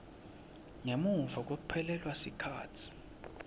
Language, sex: Swati, male